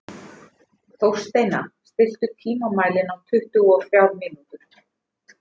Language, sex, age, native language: Icelandic, female, 50-59, Icelandic